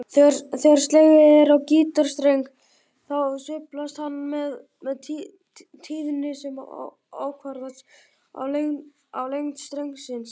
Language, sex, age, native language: Icelandic, female, 50-59, Icelandic